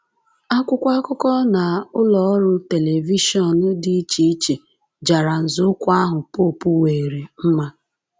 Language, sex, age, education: Igbo, female, 15-29, secondary